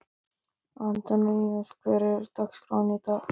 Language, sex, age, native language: Icelandic, male, 12, Icelandic